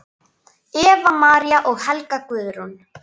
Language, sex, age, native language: Icelandic, female, 9, Icelandic